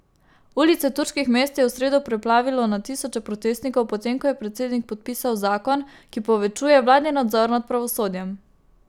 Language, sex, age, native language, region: Slovenian, female, 18-29, Slovenian, Savinja region